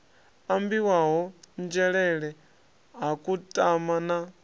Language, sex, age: Venda, male, 26